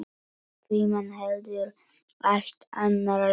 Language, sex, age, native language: Icelandic, male, 9, Polish